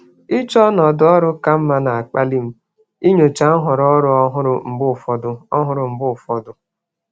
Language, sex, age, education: Igbo, female, 30-45, tertiary